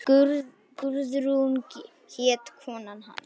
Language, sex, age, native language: Icelandic, male, 9, Icelandic